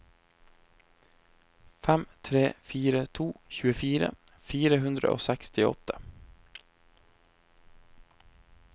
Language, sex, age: Norwegian, male, 23